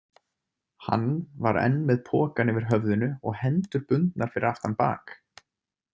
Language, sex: Icelandic, male